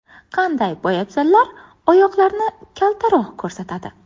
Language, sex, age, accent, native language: Uzbek, female, 18-24, Navoiy, Uzbek